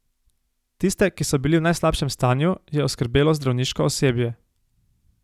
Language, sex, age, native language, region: Slovenian, male, 18-29, Slovenian, Savinja region